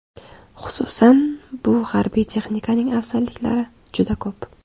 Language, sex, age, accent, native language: Uzbek, female, 18-24, Samarqand, Uzbek